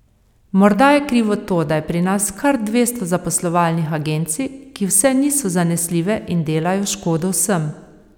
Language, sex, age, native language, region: Slovenian, female, 30-49, Slovenian, Savinja region